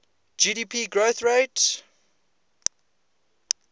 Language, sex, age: English, male, 20